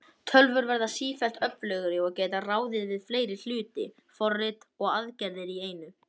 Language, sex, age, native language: Icelandic, male, 18-19, Icelandic